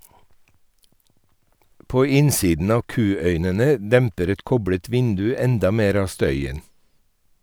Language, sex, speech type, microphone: Norwegian, male, read, Sennheiser